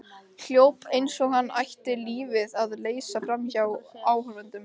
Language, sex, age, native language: Icelandic, female, 13, Icelandic